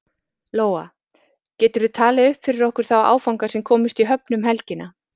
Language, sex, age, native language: Icelandic, female, 40-49, Icelandic